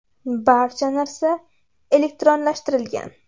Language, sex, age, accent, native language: Uzbek, female, under 19, Navoiy, Uzbek